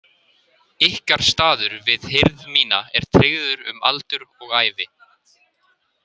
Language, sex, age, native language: Icelandic, male, 18-19, Icelandic